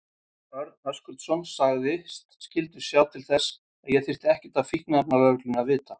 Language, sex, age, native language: Icelandic, male, 50-59, Icelandic